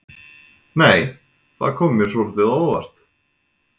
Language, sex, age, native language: Icelandic, male, 20-29, Icelandic